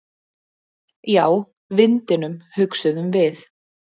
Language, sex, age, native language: Icelandic, female, 20-29, Icelandic